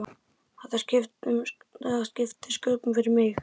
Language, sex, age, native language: Icelandic, male, 9, Icelandic